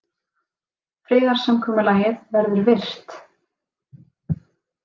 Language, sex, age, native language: Icelandic, female, 20-29, Icelandic